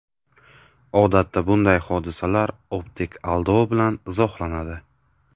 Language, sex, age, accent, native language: Uzbek, male, 18-24, Navoiy, Uzbek